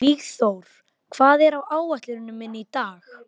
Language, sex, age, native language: Icelandic, female, 12, Icelandic